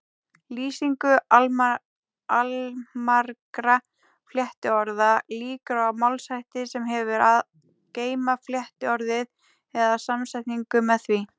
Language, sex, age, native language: Icelandic, female, 18-19, Icelandic